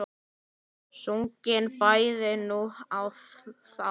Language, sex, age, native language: Icelandic, male, 9, Icelandic